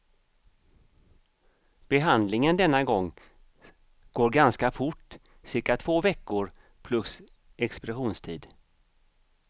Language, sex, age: Swedish, male, 55